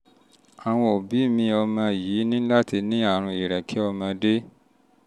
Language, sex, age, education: Yoruba, male, 30-45, tertiary